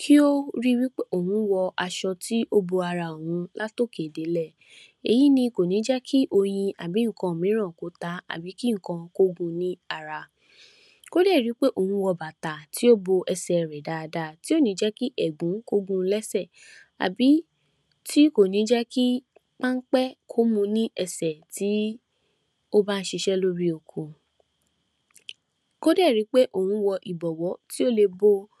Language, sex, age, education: Yoruba, female, 46-60, tertiary